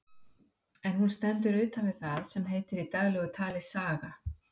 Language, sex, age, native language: Icelandic, female, 50-59, Icelandic